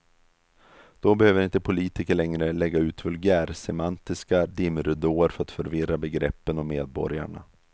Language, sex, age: Swedish, male, 32